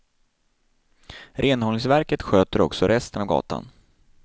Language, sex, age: Swedish, male, 26